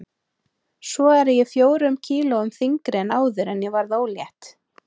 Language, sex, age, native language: Icelandic, female, 30-39, Icelandic